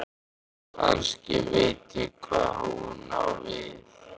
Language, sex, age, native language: Icelandic, male, 13, Icelandic